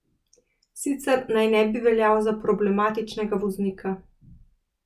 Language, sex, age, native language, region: Slovenian, female, 30-49, Slovenian, Central Slovenia